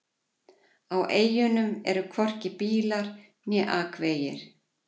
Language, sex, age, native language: Icelandic, female, 40-49, Icelandic